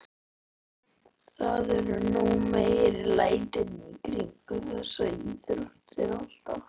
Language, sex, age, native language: Icelandic, male, 11, Icelandic